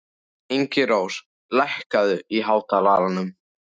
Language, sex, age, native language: Icelandic, male, 14, Icelandic